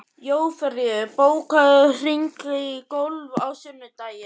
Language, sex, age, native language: Icelandic, male, 11, Icelandic